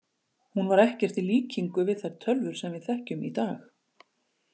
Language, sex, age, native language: Icelandic, female, 40-49, Icelandic